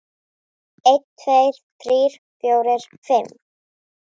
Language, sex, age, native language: Icelandic, female, 10, Icelandic